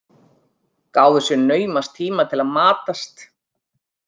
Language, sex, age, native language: Icelandic, female, 50-59, Icelandic